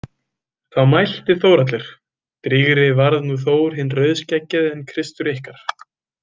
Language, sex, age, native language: Icelandic, male, 20-29, Icelandic